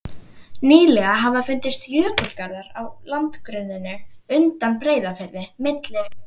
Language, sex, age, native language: Icelandic, female, 11, Icelandic